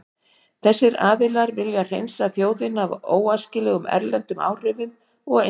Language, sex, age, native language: Icelandic, female, 60-69, Icelandic